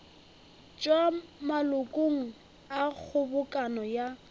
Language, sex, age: Northern Sotho, female, 21